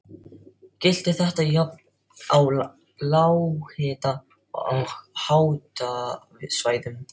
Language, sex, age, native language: Icelandic, male, 12, Filipino